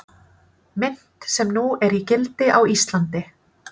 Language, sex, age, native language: Icelandic, female, 30-39, Icelandic